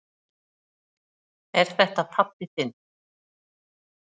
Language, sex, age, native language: Icelandic, female, 40-49, Icelandic